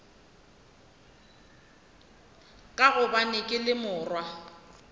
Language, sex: Northern Sotho, female